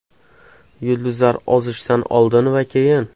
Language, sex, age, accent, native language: Uzbek, male, 18-24, Toshkent shahri, Uzbek